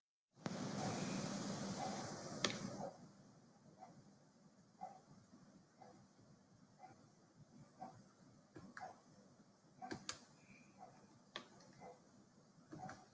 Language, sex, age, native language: Icelandic, female, 50-59, Icelandic